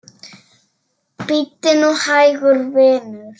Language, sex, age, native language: Icelandic, female, 7, Icelandic